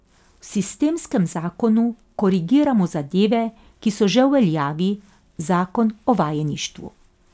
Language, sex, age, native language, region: Slovenian, female, 50-59, Slovenian, Carinthia region